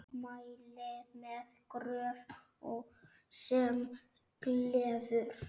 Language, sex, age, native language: Icelandic, female, 9, Icelandic